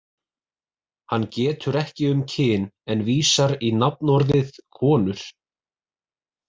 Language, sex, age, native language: Icelandic, male, 20-29, Icelandic